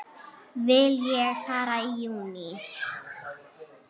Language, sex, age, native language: Icelandic, female, 8, Icelandic